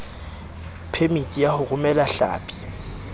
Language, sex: Southern Sotho, male